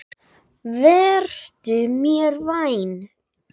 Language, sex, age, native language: Icelandic, male, 8, Icelandic